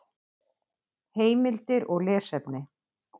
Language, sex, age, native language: Icelandic, female, 50-59, Icelandic